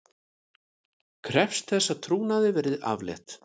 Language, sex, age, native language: Icelandic, male, 30-39, Icelandic